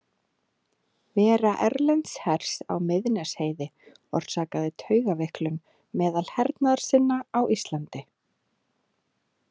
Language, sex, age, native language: Icelandic, female, 30-39, Icelandic